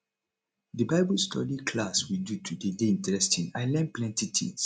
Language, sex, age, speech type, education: Nigerian Pidgin, male, 30-45, spontaneous, tertiary